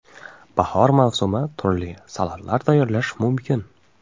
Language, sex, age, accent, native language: Uzbek, male, 12-17, Qoraqalpog'iston, Uzbek